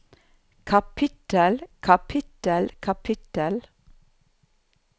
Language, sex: Norwegian, female